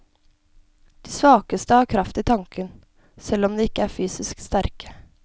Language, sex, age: Norwegian, female, 17